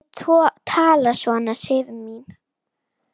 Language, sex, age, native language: Icelandic, female, 9, Icelandic